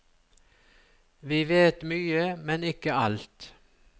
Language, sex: Norwegian, male